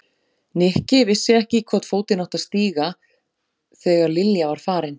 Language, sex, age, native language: Icelandic, female, 40-49, Icelandic